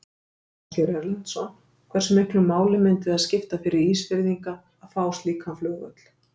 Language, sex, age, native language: Icelandic, female, 50-59, Icelandic